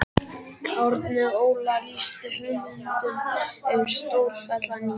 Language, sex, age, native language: Icelandic, male, 12, Icelandic